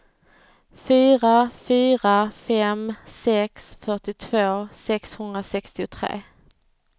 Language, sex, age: Swedish, female, 30